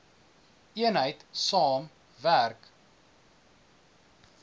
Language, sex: Afrikaans, male